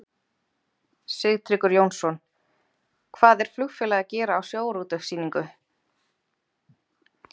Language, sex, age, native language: Icelandic, female, 30-39, Icelandic